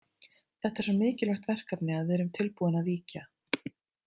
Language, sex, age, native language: Icelandic, female, 30-39, Icelandic